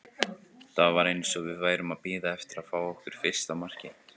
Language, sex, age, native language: Icelandic, male, 18-19, Icelandic